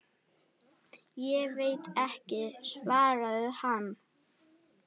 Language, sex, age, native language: Icelandic, female, 8, Icelandic